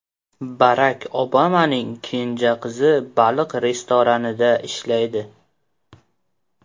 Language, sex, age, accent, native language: Uzbek, male, 18-24, Qashqadaryo, Uzbek